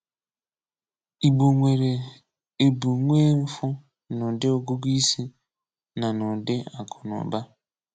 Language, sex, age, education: Igbo, male, 15-29, tertiary